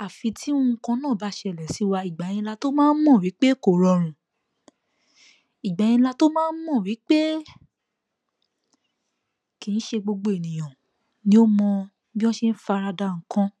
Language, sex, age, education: Yoruba, female, 30-45, tertiary